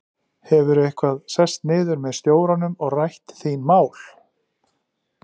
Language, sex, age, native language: Icelandic, male, 40-49, Icelandic